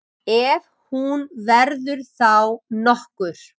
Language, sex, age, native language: Icelandic, male, 7, Icelandic